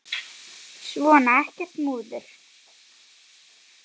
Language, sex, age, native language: Icelandic, female, 10, Icelandic